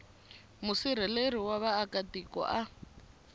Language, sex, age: Tsonga, female, 19